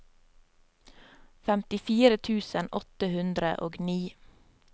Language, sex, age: Norwegian, female, 27